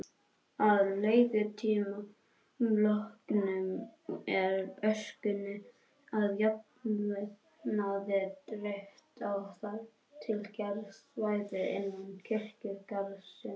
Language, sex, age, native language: Icelandic, male, 21, Icelandic